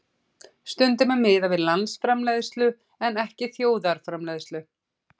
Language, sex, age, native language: Icelandic, female, 40-49, Icelandic